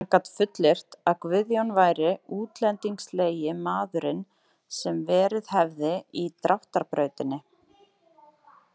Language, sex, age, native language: Icelandic, female, 30-39, Icelandic